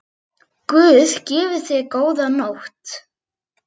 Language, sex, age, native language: Icelandic, female, 8, Icelandic